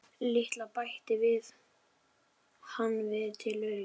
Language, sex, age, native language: Icelandic, male, 11, Icelandic